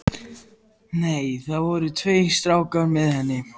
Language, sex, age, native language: Icelandic, male, 14, Icelandic